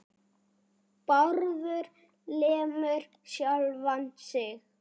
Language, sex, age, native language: Icelandic, male, 8, Icelandic